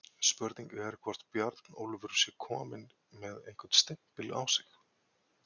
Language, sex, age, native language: Icelandic, male, 40-49, Icelandic